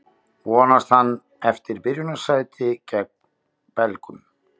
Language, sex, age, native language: Icelandic, male, 50-59, Icelandic